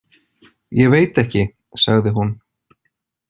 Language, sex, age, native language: Icelandic, male, 40-49, Icelandic